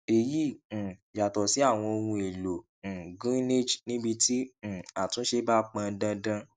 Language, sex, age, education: Yoruba, male, 15-29, tertiary